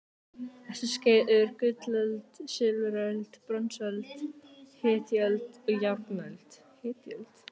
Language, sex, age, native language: Icelandic, other, 18-19, Icelandic